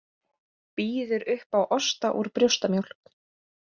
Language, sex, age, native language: Icelandic, female, 20-29, Icelandic